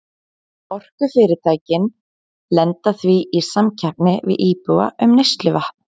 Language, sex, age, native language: Icelandic, female, 20-29, Icelandic